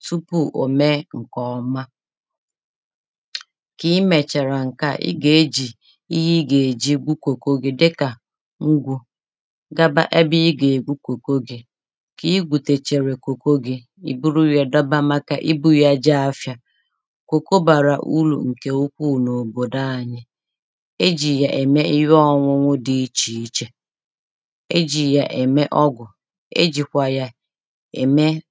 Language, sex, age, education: Igbo, female, 30-45, tertiary